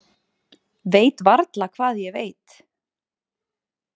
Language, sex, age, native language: Icelandic, female, 30-39, Icelandic